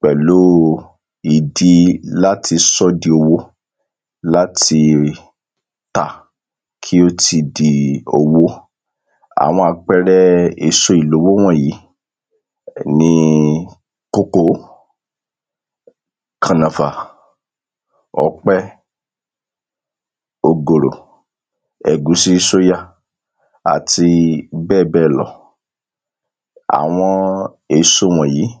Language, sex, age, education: Yoruba, male, 30-45, secondary